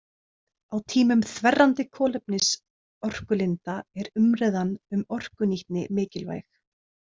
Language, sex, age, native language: Icelandic, female, 30-39, Icelandic